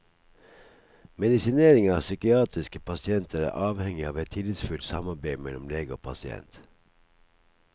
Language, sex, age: Norwegian, male, 57